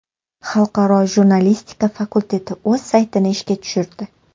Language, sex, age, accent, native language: Uzbek, female, 18-24, Toshkent shahri, Uzbek